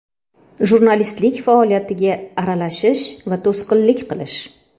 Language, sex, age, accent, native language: Uzbek, female, 35+, Toshkent shahri, Uzbek